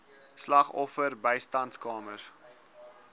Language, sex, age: Afrikaans, male, 19